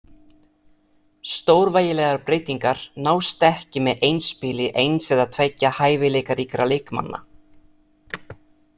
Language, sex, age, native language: Icelandic, male, 30-39, Italian